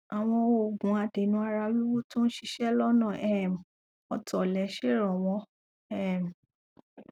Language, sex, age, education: Yoruba, female, 15-29, tertiary